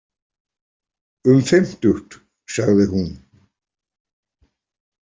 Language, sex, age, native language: Icelandic, male, 40-49, Icelandic